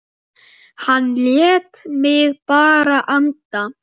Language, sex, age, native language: Icelandic, male, 8, Icelandic